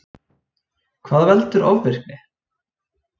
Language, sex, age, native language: Icelandic, male, 20-29, Icelandic